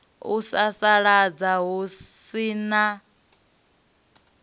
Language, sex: Venda, female